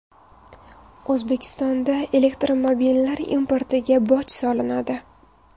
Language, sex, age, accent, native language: Uzbek, female, 19-29, Toshkent viloyati, Uzbek